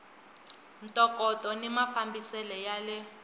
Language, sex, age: Tsonga, female, 20